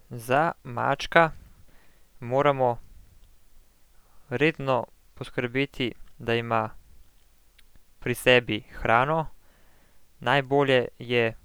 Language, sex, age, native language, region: Slovenian, male, 18-29, Slovenian, Central Slovenia